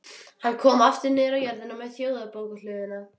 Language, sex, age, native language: Icelandic, female, 12, Icelandic